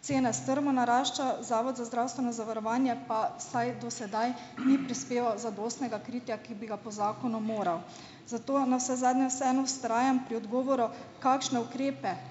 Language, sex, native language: Slovenian, female, Slovenian